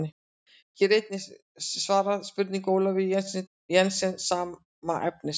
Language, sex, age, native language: Icelandic, female, 60-69, Icelandic